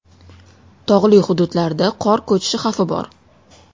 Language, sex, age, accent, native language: Uzbek, female, 19-29, Toshkent shahri, Uzbek